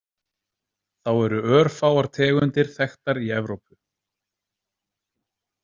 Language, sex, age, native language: Icelandic, male, 30-39, Icelandic